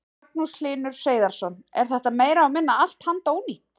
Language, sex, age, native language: Icelandic, female, 30-39, Icelandic